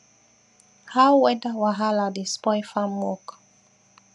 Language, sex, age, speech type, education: Nigerian Pidgin, female, 30-45, spontaneous, tertiary